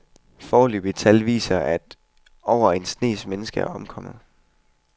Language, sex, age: Danish, male, 21